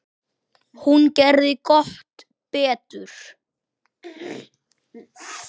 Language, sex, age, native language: Icelandic, male, 10, Icelandic